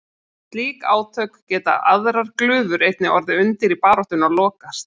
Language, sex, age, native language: Icelandic, female, 40-49, Icelandic